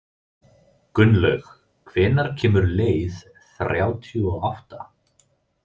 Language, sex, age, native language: Icelandic, male, 30-39, Icelandic